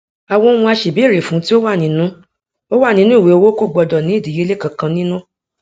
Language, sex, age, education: Yoruba, female, 46-60, tertiary